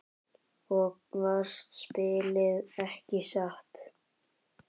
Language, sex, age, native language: Icelandic, male, 10, Icelandic